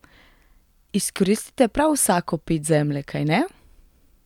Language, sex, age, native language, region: Slovenian, female, 18-29, Slovenian, Gorenjska region